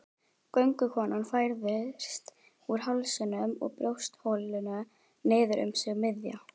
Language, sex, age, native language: Icelandic, female, 12, Icelandic